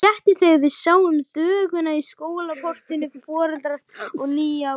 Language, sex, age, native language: Icelandic, other, 12, Icelandic